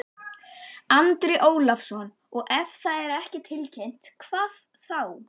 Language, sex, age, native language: Icelandic, female, 11, Icelandic